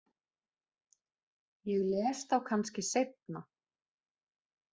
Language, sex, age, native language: Icelandic, female, 20-29, Icelandic